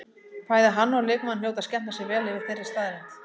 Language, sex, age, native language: Icelandic, female, 30-39, Icelandic